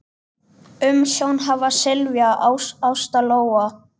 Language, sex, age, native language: Icelandic, male, 10, Icelandic